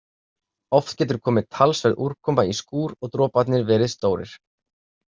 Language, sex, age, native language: Icelandic, male, 30-39, Icelandic